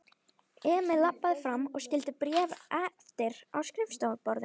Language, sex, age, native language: Icelandic, female, 12, Icelandic